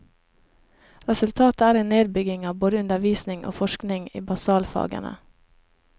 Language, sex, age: Norwegian, female, 28